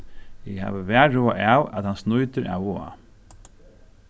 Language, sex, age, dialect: Faroese, male, 36-60, Suðurstreymoy